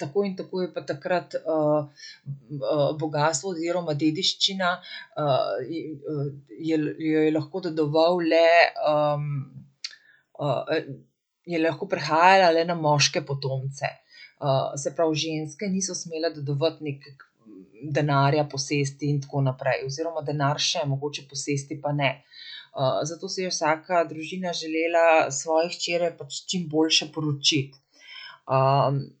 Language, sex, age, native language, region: Slovenian, female, 50-59, Slovenian, Central Slovenia